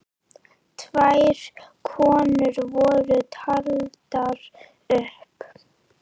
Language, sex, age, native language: Icelandic, female, 9, Icelandic